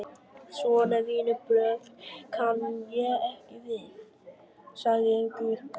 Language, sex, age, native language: Icelandic, male, 11, Vietnamese